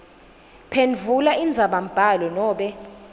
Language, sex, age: Swati, female, 19